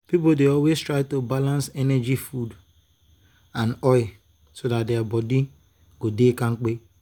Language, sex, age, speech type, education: Nigerian Pidgin, male, 30-45, spontaneous, tertiary